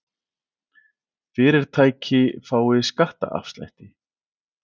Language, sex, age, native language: Icelandic, male, 40-49, Icelandic